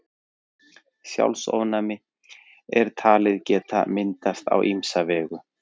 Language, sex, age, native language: Icelandic, male, 40-49, Icelandic